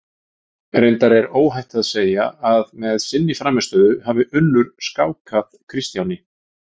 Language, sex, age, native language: Icelandic, male, 40-49, Icelandic